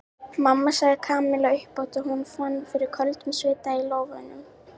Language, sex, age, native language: Icelandic, female, 18-19, Icelandic